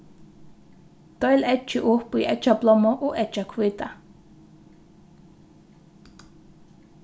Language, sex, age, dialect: Faroese, female, 15-35, Norðurstreymoy/Eysturoy